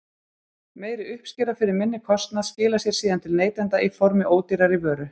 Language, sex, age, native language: Icelandic, female, 30-39, Icelandic